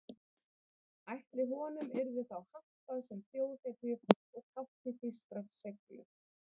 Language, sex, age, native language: Icelandic, female, 30-39, Icelandic